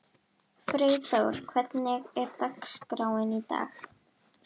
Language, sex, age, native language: Icelandic, female, 12, Icelandic